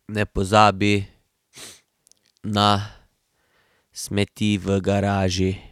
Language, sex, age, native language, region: Slovenian, male, 18-29, Slovenian, Drava region